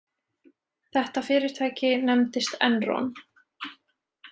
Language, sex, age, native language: Icelandic, female, 20-29, Icelandic